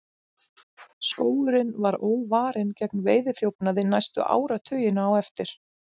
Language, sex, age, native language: Icelandic, female, 40-49, Icelandic